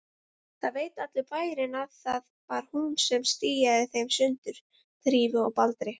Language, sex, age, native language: Icelandic, female, 20-29, Icelandic